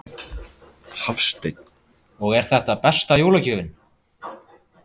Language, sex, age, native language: Icelandic, male, 18-19, Icelandic